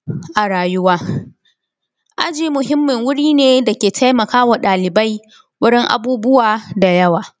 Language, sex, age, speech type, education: Hausa, female, 15-29, spontaneous, secondary